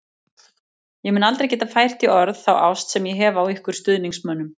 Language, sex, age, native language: Icelandic, female, 40-49, Icelandic